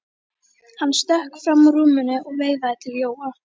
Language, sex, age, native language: Icelandic, female, 13, Icelandic